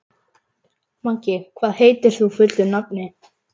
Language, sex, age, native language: Icelandic, male, 11, Icelandic